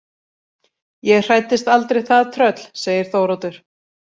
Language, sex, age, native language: Icelandic, female, 40-49, Icelandic